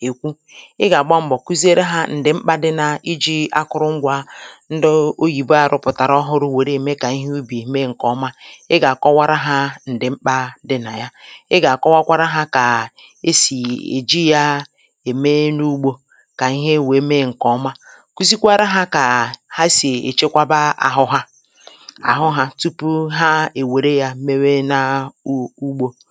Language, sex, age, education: Igbo, female, 30-45, tertiary